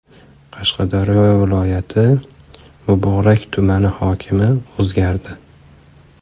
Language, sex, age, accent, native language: Uzbek, male, 25-34, Farg'ona, Uzbek